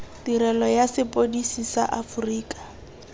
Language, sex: Tswana, female